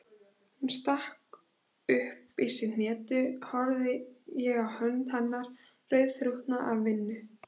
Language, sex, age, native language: Icelandic, female, 16, Icelandic